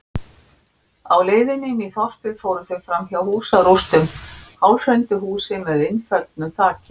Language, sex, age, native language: Icelandic, female, 60-69, Icelandic